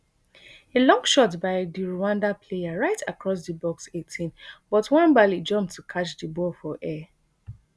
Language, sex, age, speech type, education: Nigerian Pidgin, female, 30-45, spontaneous, tertiary